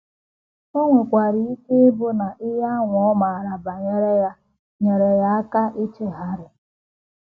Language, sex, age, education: Igbo, female, 15-29, tertiary